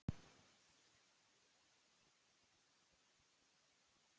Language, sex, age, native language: Icelandic, female, 18-19, Icelandic